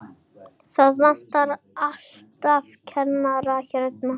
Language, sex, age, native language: Icelandic, female, 10, Icelandic